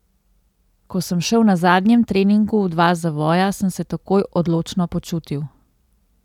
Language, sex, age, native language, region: Slovenian, female, 30-49, Slovenian, Central Slovenia